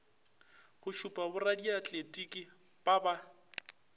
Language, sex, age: Northern Sotho, male, 25